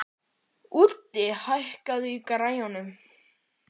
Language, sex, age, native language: Icelandic, male, 11, Icelandic